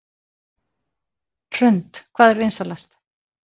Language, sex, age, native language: Icelandic, female, 50-59, Icelandic